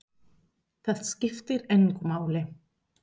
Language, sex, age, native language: Icelandic, female, 30-39, Spanish